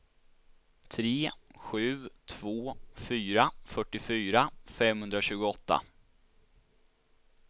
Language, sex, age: Swedish, male, 16